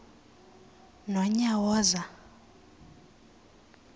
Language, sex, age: Xhosa, female, 20